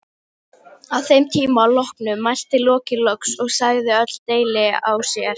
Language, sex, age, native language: Icelandic, female, 18-19, Icelandic